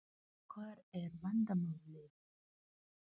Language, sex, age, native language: Icelandic, female, 40-49, Filipino